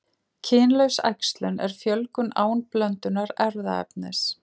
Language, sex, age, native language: Icelandic, female, 40-49, Icelandic